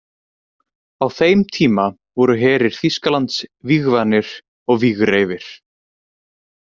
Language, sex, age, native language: Icelandic, male, 18-19, Icelandic